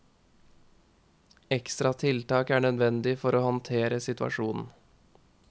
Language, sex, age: Norwegian, male, 21